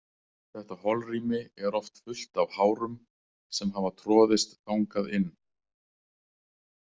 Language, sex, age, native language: Icelandic, male, 40-49, Icelandic